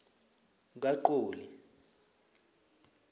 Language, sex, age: South Ndebele, male, 20